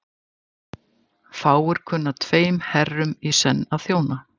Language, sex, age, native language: Icelandic, female, 50-59, Icelandic